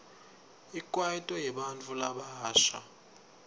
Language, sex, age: Swati, male, 20